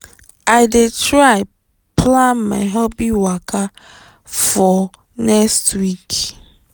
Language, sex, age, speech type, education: Nigerian Pidgin, female, 15-29, spontaneous, tertiary